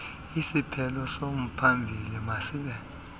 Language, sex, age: Xhosa, male, 26